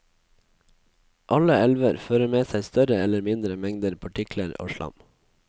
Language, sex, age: Norwegian, male, 21